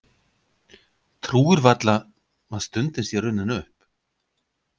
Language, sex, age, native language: Icelandic, male, 50-59, Icelandic